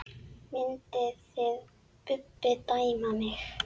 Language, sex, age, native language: Icelandic, female, 10, Icelandic